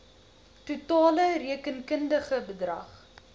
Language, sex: Afrikaans, female